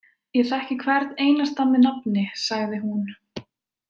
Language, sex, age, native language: Icelandic, female, 20-29, Icelandic